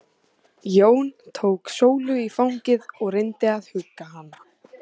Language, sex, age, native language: Icelandic, female, 14, Icelandic